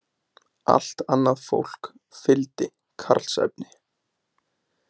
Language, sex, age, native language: Icelandic, male, 20-29, Icelandic